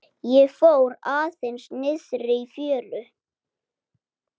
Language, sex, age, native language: Icelandic, male, 8, Icelandic